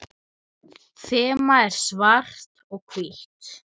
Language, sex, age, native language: Icelandic, female, 10, Icelandic